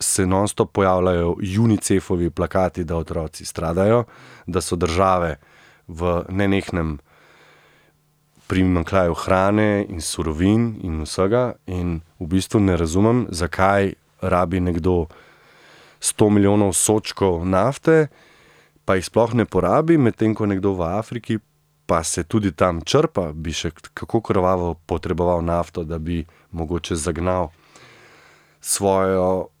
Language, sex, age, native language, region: Slovenian, male, 30-49, Slovenian, Central Slovenia